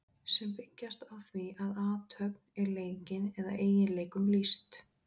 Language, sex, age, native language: Icelandic, female, 20-29, Icelandic